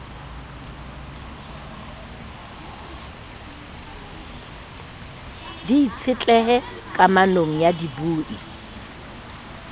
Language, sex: Southern Sotho, female